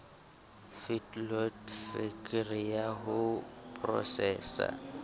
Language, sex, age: Southern Sotho, male, 23